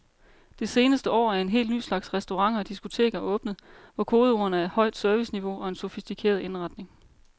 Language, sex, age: Danish, female, 30